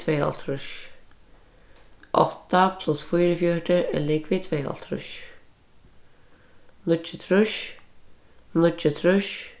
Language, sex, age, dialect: Faroese, female, 36-60, Norðurstreymoy/Eysturoy